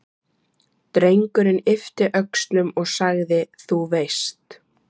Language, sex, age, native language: Icelandic, female, 14, Icelandic